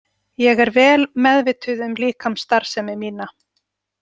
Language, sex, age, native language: Icelandic, female, 40-49, Icelandic